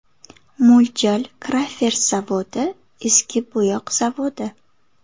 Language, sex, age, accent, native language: Uzbek, female, 18-24, Samarqand, Uzbek